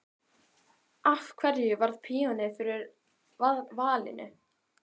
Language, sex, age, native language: Icelandic, female, 12, Icelandic